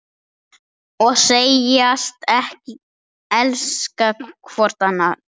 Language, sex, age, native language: Icelandic, male, 8, Icelandic